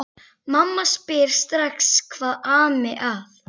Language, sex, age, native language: Icelandic, female, 11, Icelandic